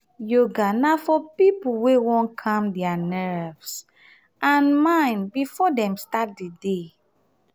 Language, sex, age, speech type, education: Nigerian Pidgin, female, 30-45, spontaneous, tertiary